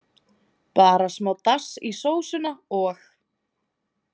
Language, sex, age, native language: Icelandic, female, 20-29, Icelandic